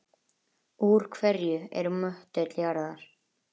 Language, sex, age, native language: Icelandic, female, 30-39, Icelandic